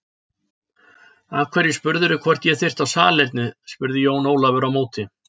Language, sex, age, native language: Icelandic, male, 60-69, Icelandic